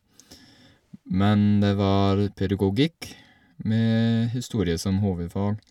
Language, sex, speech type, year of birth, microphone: Norwegian, male, spontaneous, 1983, Shure